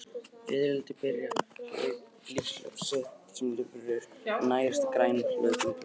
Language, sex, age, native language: Icelandic, male, 18-19, Icelandic